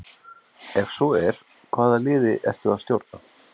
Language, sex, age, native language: Icelandic, male, 40-49, Icelandic